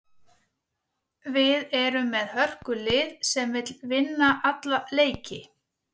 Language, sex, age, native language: Icelandic, female, 40-49, Icelandic